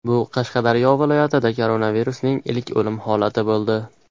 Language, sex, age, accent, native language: Uzbek, male, 12-17, Andijon, Uzbek